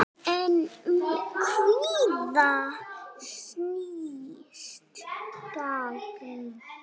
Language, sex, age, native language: Icelandic, female, 9, Icelandic